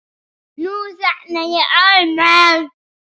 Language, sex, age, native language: Icelandic, male, 8, Icelandic